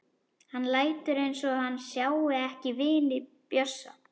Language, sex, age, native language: Icelandic, female, 11, Icelandic